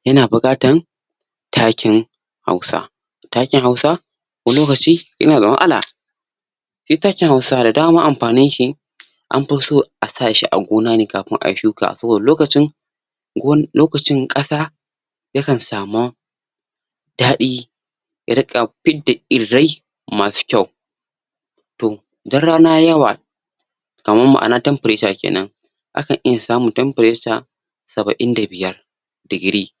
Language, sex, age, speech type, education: Hausa, male, 46-60, spontaneous, tertiary